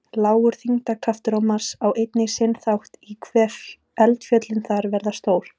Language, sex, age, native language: Icelandic, female, 18-19, Icelandic